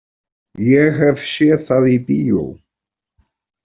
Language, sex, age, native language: Icelandic, male, 40-49, Icelandic